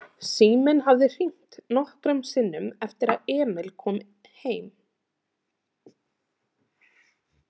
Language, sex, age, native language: Icelandic, female, 30-39, Icelandic